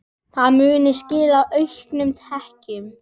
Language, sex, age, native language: Icelandic, male, 10, Icelandic